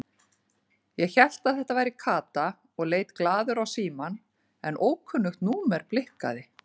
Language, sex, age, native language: Icelandic, female, 40-49, Icelandic